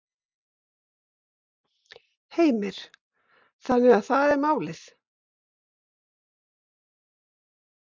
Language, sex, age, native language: Icelandic, female, 50-59, Icelandic